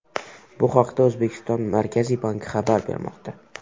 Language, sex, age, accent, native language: Uzbek, male, 12-17, Qoraqalpog'iston, Uzbek